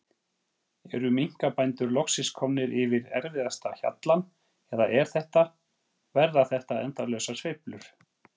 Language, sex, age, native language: Icelandic, male, 40-49, Icelandic